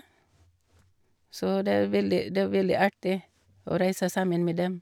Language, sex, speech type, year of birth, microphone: Norwegian, female, spontaneous, 1962, Shure